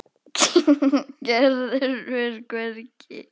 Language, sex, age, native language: Icelandic, female, 10, Icelandic